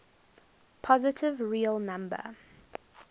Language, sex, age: English, female, 19